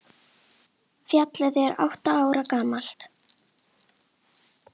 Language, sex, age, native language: Icelandic, female, 10, Icelandic